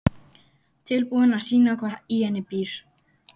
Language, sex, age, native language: Icelandic, female, 11, Icelandic